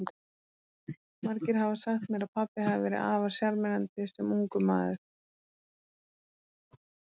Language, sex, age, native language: Icelandic, female, 30-39, Icelandic